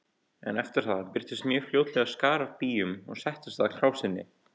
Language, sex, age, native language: Icelandic, male, 18-19, Icelandic